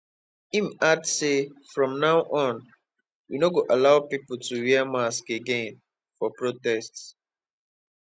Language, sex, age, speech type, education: Nigerian Pidgin, male, 15-29, spontaneous, tertiary